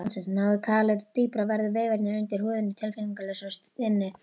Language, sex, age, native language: Icelandic, female, 12, Icelandic